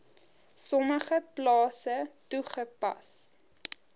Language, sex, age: Afrikaans, female, 20